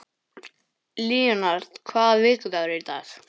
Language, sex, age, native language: Icelandic, male, 18-19, Icelandic